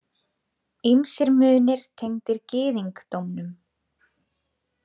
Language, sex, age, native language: Icelandic, female, 20-29, Icelandic